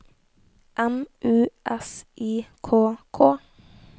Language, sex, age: Norwegian, female, 18